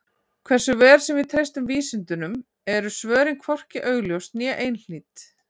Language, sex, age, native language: Icelandic, female, 40-49, Icelandic